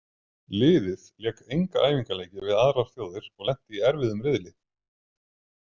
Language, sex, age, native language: Icelandic, male, 30-39, Icelandic